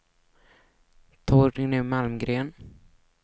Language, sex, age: Swedish, female, 33